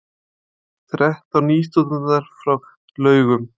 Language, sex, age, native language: Icelandic, male, 20-29, Icelandic